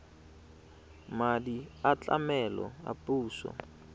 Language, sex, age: Tswana, male, 20